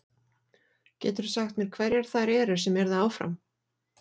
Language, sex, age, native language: Icelandic, female, 40-49, Icelandic